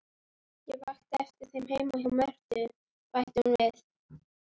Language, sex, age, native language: Icelandic, female, 11, Icelandic